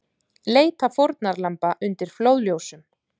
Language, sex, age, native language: Icelandic, female, 30-39, Icelandic